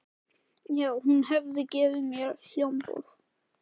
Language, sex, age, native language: Icelandic, male, 14, Icelandic